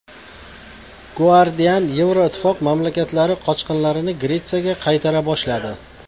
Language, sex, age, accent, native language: Uzbek, male, 35+, Qashqadaryo, Uzbek